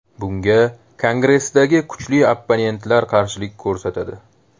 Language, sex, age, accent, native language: Uzbek, male, 18-24, Toshkent shahri, Uzbek